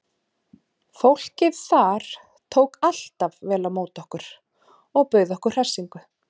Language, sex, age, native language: Icelandic, female, 30-39, Icelandic